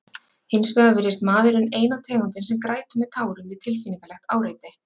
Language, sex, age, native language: Icelandic, female, 40-49, Icelandic